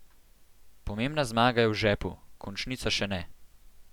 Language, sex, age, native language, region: Slovenian, male, 12-17, Slovenian, Central Slovenia